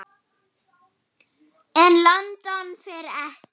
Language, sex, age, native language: Icelandic, female, 9, German